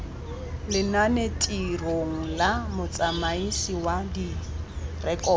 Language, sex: Tswana, female